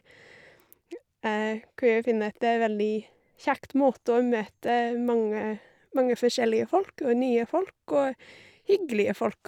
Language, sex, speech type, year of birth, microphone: Norwegian, female, spontaneous, 1985, Shure